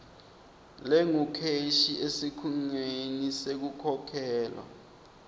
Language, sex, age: Swati, male, 20